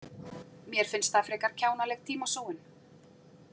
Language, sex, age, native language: Icelandic, female, 40-49, Icelandic